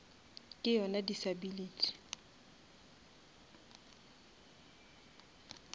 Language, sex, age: Northern Sotho, female, 27